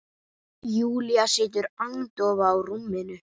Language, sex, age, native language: Icelandic, male, 9, Icelandic